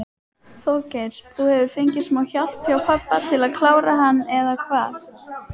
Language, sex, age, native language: Icelandic, female, 18-19, Icelandic